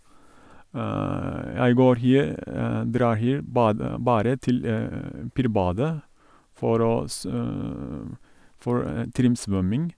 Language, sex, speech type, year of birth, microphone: Norwegian, male, spontaneous, 1982, Sennheiser